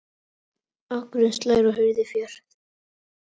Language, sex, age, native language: Icelandic, male, 8, Icelandic